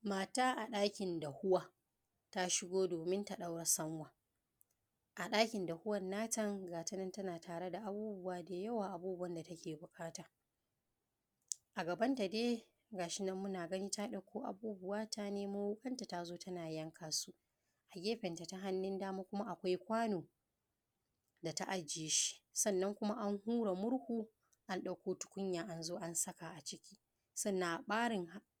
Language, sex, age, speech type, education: Hausa, female, 30-45, spontaneous, primary